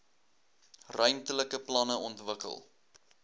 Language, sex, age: Afrikaans, male, 21